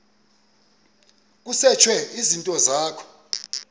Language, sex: Xhosa, male